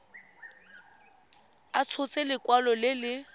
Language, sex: Tswana, female